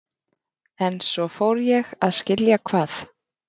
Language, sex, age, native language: Icelandic, female, 30-39, Icelandic